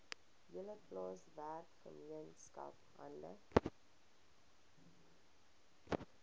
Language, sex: Afrikaans, female